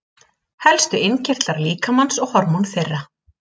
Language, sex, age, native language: Icelandic, female, 30-39, Icelandic